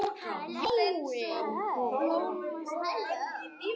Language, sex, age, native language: Icelandic, male, 18-19, Icelandic